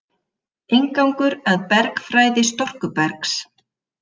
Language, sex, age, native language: Icelandic, female, 50-59, Icelandic